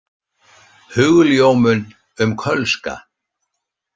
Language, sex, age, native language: Icelandic, male, 60-69, Icelandic